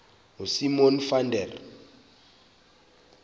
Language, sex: Xhosa, male